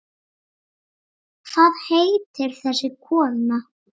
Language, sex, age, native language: Icelandic, female, 7, Icelandic